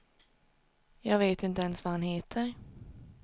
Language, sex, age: Swedish, female, 19